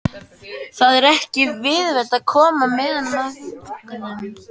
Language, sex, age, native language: Icelandic, female, 14, Icelandic